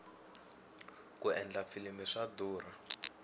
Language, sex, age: Tsonga, male, 18